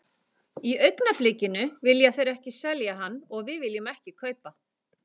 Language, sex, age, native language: Icelandic, female, 40-49, Icelandic